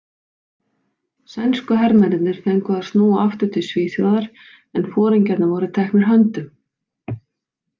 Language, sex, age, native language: Icelandic, female, 50-59, Icelandic